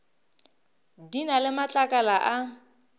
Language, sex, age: Northern Sotho, female, 23